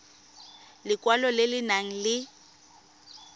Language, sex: Tswana, female